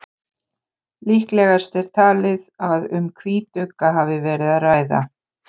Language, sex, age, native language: Icelandic, female, 50-59, Icelandic